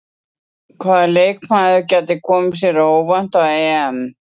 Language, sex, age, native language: Icelandic, female, 60-69, Icelandic